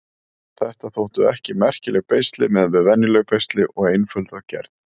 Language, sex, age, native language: Icelandic, male, 30-39, Icelandic